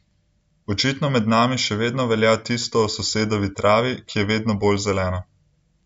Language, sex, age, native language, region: Slovenian, male, 18-29, Slovenian, Central Slovenia